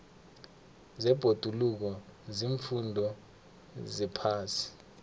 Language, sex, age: South Ndebele, male, 21